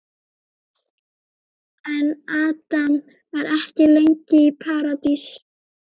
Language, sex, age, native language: Icelandic, female, 12, Icelandic